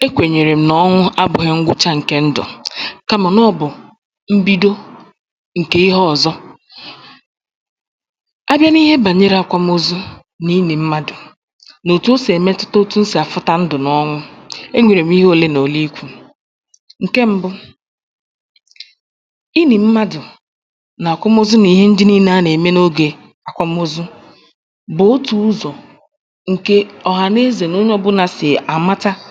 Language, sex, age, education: Igbo, female, 15-29, tertiary